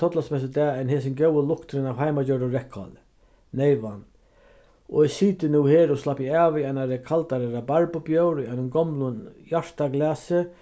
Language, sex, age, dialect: Faroese, male, 36-60, Vágar